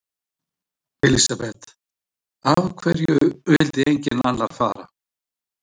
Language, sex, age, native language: Icelandic, male, 60-69, Icelandic